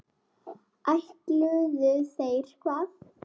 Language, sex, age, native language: Icelandic, female, 8, Icelandic